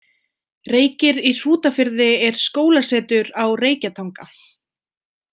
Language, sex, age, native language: Icelandic, female, 20-29, Icelandic